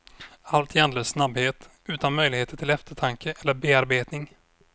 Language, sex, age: Swedish, male, 26